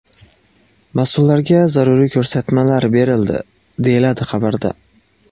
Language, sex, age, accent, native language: Uzbek, male, 18-24, Xorazm, Uzbek